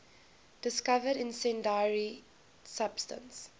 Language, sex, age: English, female, 21